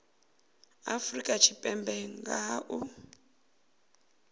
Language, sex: Venda, female